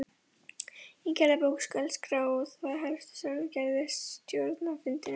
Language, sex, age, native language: Icelandic, female, 11, Icelandic